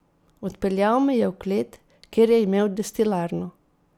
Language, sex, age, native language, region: Slovenian, female, 30-49, Slovenian, Posavska region